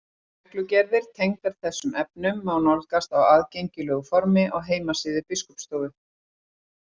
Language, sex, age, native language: Icelandic, female, 40-49, Icelandic